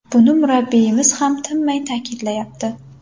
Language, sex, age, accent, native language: Uzbek, female, 18-24, Samarqand, Uzbek